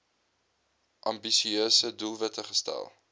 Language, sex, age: Afrikaans, male, 22